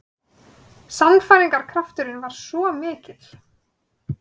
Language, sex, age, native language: Icelandic, female, 30-39, Icelandic